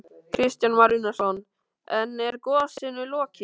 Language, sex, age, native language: Icelandic, male, 13, Icelandic